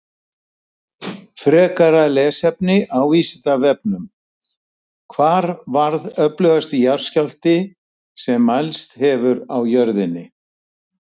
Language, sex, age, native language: Icelandic, male, 70-79, Icelandic